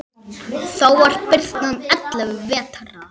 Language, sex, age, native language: Icelandic, male, 8, Icelandic